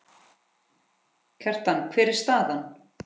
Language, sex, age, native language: Icelandic, female, 10, Icelandic